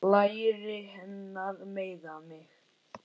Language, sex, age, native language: Icelandic, male, 10, Icelandic